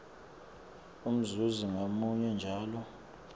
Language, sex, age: Swati, male, 24